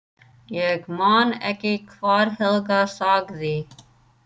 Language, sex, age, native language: Icelandic, female, 30-39, English